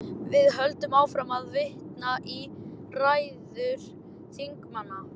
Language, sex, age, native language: Icelandic, male, 11, Icelandic